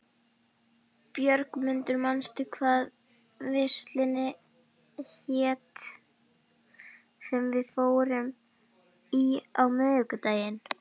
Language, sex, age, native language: Icelandic, female, 12, Icelandic